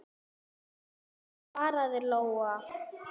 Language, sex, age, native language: Icelandic, female, 8, Icelandic